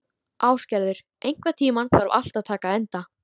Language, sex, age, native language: Icelandic, female, 13, Icelandic